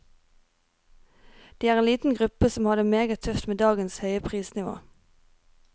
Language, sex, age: Norwegian, female, 23